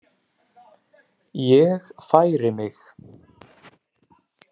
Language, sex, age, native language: Icelandic, male, 20-29, Icelandic